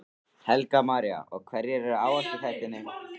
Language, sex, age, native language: Icelandic, male, 13, Icelandic